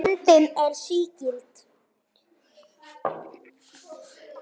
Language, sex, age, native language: Icelandic, male, 9, Icelandic